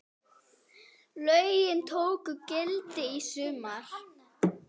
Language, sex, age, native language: Icelandic, female, 9, Icelandic